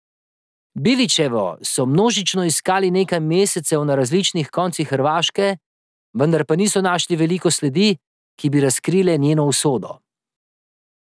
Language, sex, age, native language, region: Slovenian, male, 30-49, Slovenian, Drava region